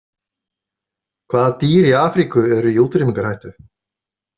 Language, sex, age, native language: Icelandic, male, 50-59, Icelandic